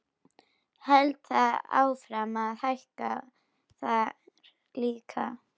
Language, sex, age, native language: Icelandic, female, 12, Icelandic